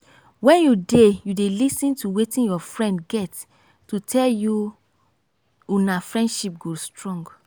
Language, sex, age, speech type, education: Nigerian Pidgin, female, 15-29, spontaneous, tertiary